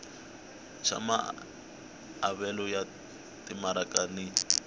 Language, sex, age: Tsonga, male, 21